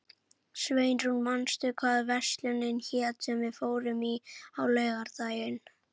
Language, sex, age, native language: Icelandic, female, 11, Icelandic